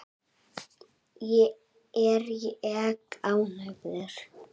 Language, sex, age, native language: Icelandic, male, 7, Icelandic